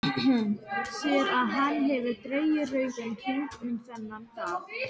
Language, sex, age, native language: Icelandic, female, 12, Icelandic